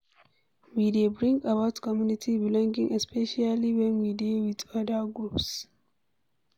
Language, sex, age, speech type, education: Nigerian Pidgin, female, 60+, read, secondary